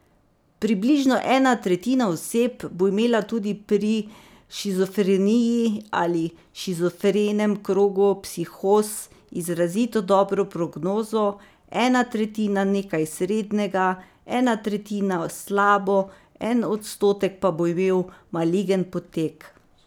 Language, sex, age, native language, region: Slovenian, female, 50-59, Slovenian, Savinja region